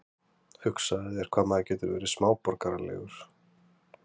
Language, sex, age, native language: Icelandic, male, 30-39, Icelandic